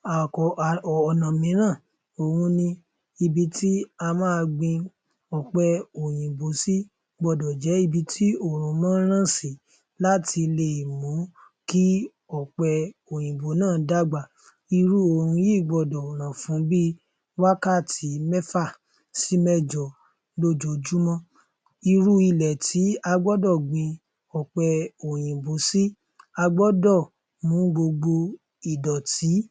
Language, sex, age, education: Yoruba, male, 15-29, tertiary